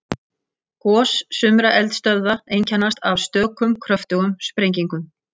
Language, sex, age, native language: Icelandic, female, 60-69, Icelandic